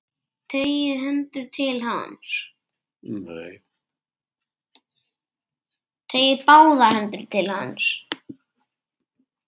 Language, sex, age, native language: Icelandic, male, 8, Icelandic